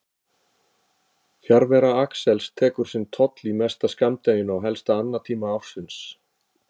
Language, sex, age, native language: Icelandic, male, 50-59, Icelandic